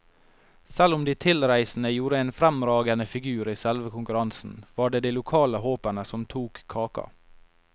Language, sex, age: Norwegian, male, 22